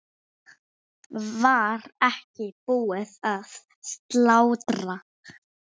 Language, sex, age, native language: Icelandic, male, 6, Icelandic